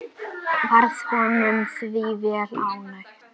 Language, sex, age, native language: Icelandic, male, 10, Icelandic